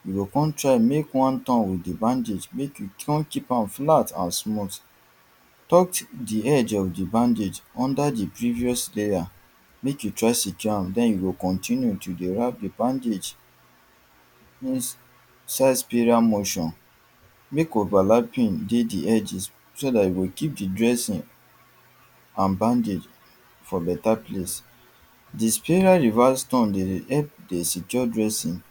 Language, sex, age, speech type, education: Nigerian Pidgin, male, 30-45, spontaneous, tertiary